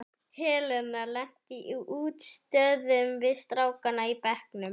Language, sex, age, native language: Icelandic, female, 11, Icelandic